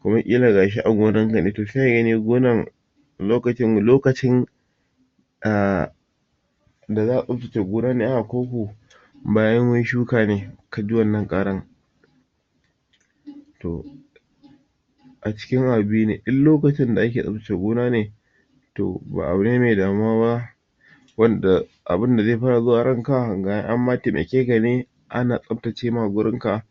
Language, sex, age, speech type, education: Hausa, male, 46-60, spontaneous, tertiary